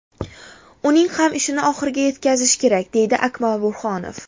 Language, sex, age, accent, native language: Uzbek, female, 19-29, Farg'ona, Uzbek